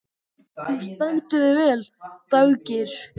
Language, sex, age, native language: Icelandic, male, 14, Icelandic